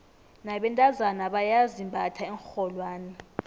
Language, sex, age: South Ndebele, female, 25